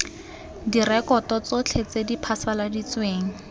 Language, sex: Tswana, female